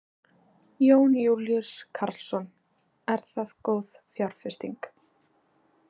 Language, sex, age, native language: Icelandic, female, 20-29, Icelandic